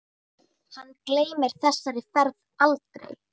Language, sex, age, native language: Icelandic, female, 9, Icelandic